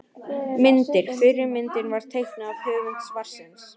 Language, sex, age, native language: Icelandic, female, 18-19, Icelandic